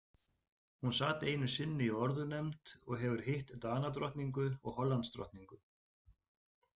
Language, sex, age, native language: Icelandic, male, 40-49, Icelandic